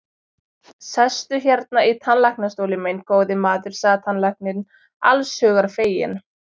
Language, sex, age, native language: Icelandic, female, 20-29, Icelandic